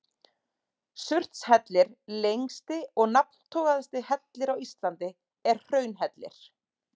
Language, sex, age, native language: Icelandic, female, 30-39, Icelandic